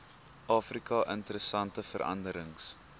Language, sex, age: Afrikaans, male, 19